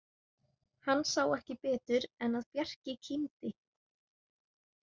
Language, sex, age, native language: Icelandic, female, 18-19, Icelandic